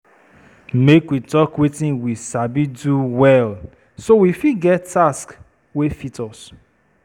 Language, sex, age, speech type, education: Nigerian Pidgin, female, 30-45, spontaneous, tertiary